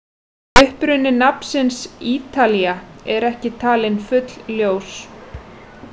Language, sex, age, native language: Icelandic, female, 30-39, Icelandic